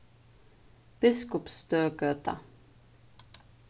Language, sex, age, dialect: Faroese, female, 15-35, Suðurstreymoy